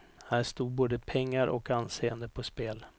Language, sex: Swedish, male